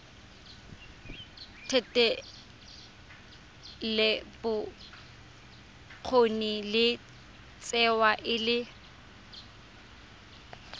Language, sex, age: Tswana, female, 23